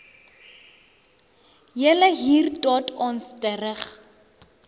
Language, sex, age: Northern Sotho, female, 24